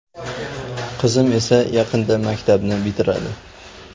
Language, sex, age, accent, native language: Uzbek, male, 25-34, Farg'ona, Uzbek